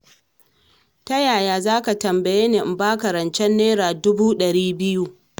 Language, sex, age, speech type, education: Hausa, female, 30-45, read, secondary